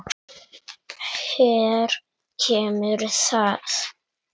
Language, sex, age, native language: Icelandic, male, 9, Icelandic